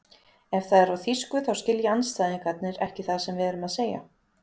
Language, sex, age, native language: Icelandic, female, 40-49, Icelandic